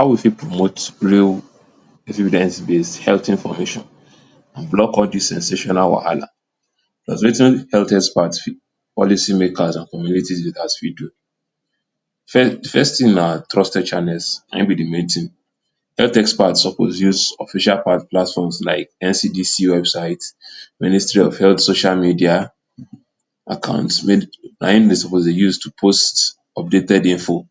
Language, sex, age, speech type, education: Nigerian Pidgin, male, 15-29, spontaneous, tertiary